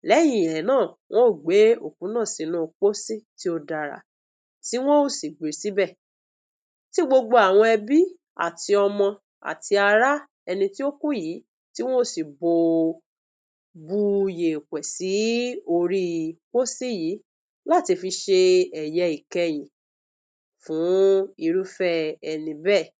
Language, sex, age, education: Yoruba, female, 46-60, tertiary